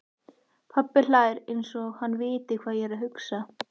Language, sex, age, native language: Icelandic, female, 14, Icelandic